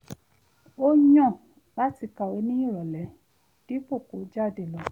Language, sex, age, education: Yoruba, female, 30-45, tertiary